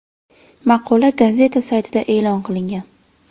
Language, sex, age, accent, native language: Uzbek, female, 18-24, Navoiy, Uzbek